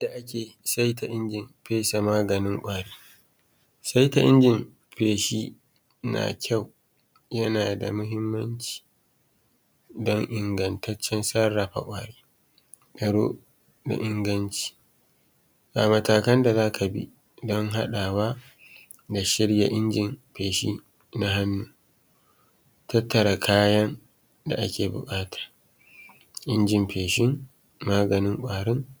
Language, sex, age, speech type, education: Hausa, male, 30-45, spontaneous, tertiary